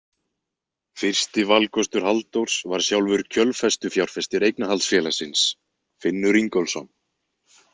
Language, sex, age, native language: Icelandic, male, 20-29, Icelandic